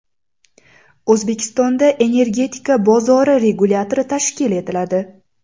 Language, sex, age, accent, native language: Uzbek, female, 18-24, Samarqand, Uzbek